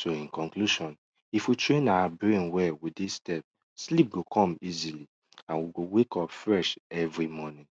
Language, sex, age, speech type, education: Nigerian Pidgin, male, 15-29, spontaneous, tertiary